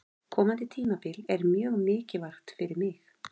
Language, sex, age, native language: Icelandic, female, 40-49, Icelandic